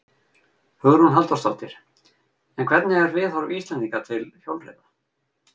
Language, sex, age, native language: Icelandic, male, 50-59, Icelandic